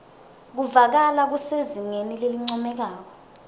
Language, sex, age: Swati, female, 20